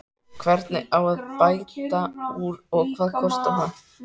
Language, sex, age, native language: Icelandic, male, 13, Icelandic